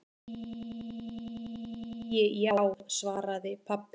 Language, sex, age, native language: Icelandic, male, 10, Icelandic